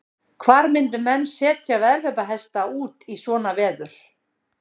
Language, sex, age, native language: Icelandic, female, 60-69, Icelandic